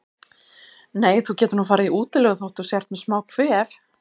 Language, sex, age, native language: Icelandic, female, 50-59, Icelandic